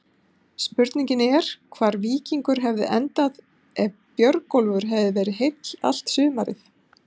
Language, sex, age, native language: Icelandic, female, 50-59, Icelandic